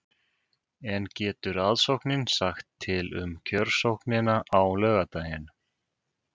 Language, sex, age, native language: Icelandic, male, 30-39, Icelandic